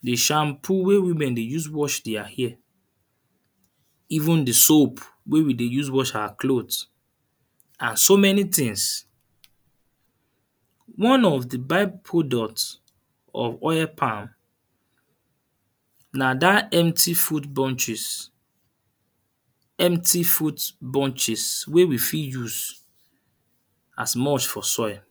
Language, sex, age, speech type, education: Nigerian Pidgin, male, 30-45, spontaneous, tertiary